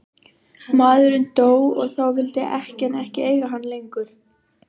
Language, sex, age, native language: Icelandic, female, 12, Icelandic